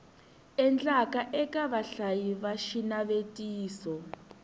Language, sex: Tsonga, female